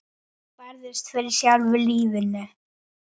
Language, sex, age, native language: Icelandic, female, 9, Icelandic